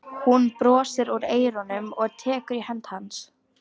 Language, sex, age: Icelandic, female, 18-19